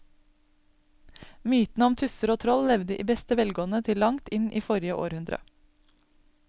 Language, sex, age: Norwegian, female, 27